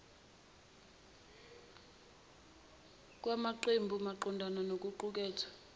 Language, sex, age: Zulu, female, 21